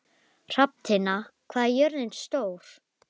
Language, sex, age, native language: Icelandic, female, 11, Icelandic